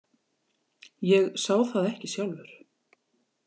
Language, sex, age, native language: Icelandic, female, 40-49, Icelandic